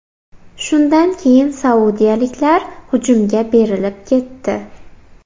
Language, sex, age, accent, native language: Uzbek, female, 18-24, Xorazm, Uzbek